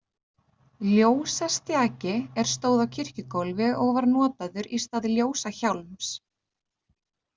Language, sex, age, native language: Icelandic, female, 30-39, Icelandic